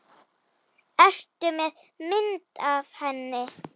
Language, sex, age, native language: Icelandic, female, 8, Icelandic